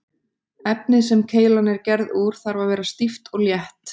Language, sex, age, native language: Icelandic, female, 30-39, Icelandic